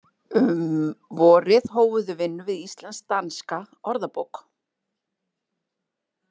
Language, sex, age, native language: Icelandic, female, 40-49, Icelandic